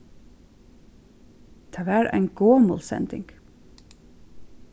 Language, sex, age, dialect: Faroese, female, 36-60, Suðurstreymoy